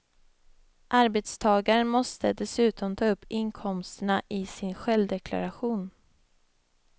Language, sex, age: Swedish, female, 25